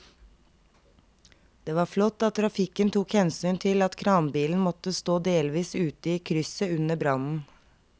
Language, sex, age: Norwegian, female, 32